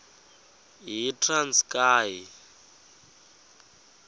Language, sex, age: Xhosa, male, 23